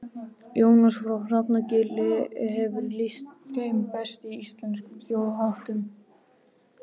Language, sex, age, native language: Icelandic, female, 12, Icelandic